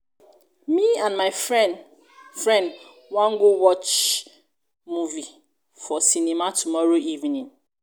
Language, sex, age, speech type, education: Nigerian Pidgin, female, 30-45, spontaneous, tertiary